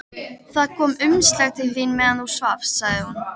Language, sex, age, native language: Icelandic, female, 13, Icelandic